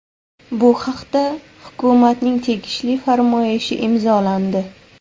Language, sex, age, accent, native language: Uzbek, female, 18-24, Samarqand, Uzbek